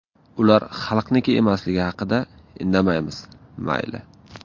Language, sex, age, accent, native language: Uzbek, male, 18-24, Samarqand, Uzbek